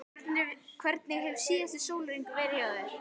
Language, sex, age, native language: Icelandic, male, 12, Icelandic